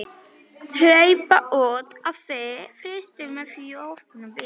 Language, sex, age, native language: Icelandic, female, 11, Polish